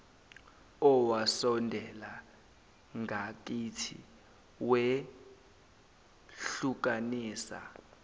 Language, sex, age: Zulu, male, 19